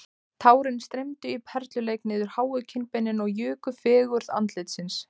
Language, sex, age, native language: Icelandic, female, 20-29, Icelandic